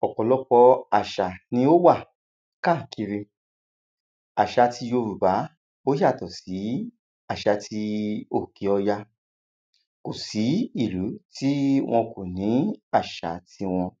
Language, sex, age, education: Yoruba, male, 30-45, secondary